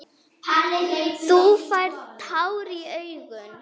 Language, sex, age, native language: Icelandic, female, 5, Icelandic